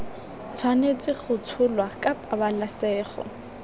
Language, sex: Tswana, female